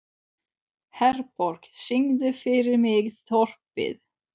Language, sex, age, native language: Icelandic, female, 30-39, Swedish